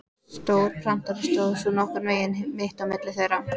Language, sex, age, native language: Icelandic, female, 14, Icelandic